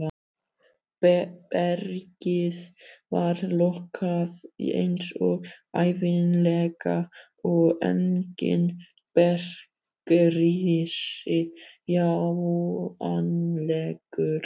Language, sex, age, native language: Icelandic, male, 12, Icelandic